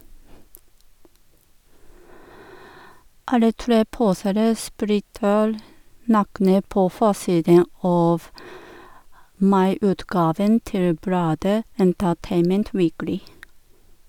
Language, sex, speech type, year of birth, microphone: Norwegian, female, read, 1978, Sennheiser